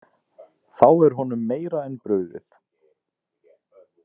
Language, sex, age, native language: Icelandic, male, 30-39, Icelandic